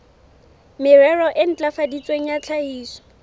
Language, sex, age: Southern Sotho, female, 18